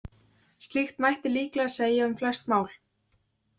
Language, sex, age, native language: Icelandic, female, 20-29, Icelandic